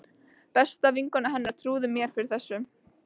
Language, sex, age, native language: Icelandic, female, 13, Icelandic